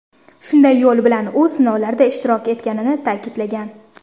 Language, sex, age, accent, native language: Uzbek, female, under 19, Surxondaryo, Uzbek